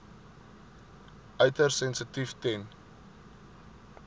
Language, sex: Afrikaans, male